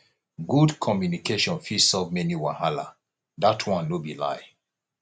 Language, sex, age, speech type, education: Nigerian Pidgin, male, 30-45, spontaneous, tertiary